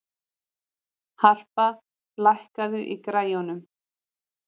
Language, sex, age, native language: Icelandic, female, 30-39, Icelandic